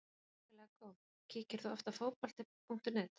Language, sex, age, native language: Icelandic, female, 40-49, Icelandic